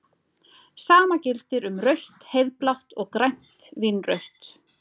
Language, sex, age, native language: Icelandic, female, 30-39, Icelandic